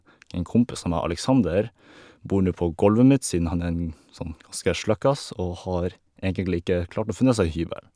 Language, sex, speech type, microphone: Norwegian, male, spontaneous, Shure